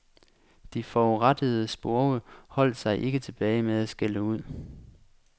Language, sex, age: Danish, male, 26